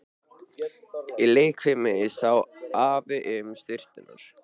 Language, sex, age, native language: Icelandic, male, 13, Icelandic